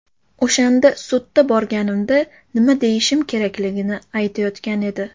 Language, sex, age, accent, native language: Uzbek, female, 18-24, Toshkent shahri, Uzbek